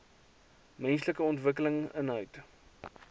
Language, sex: Afrikaans, male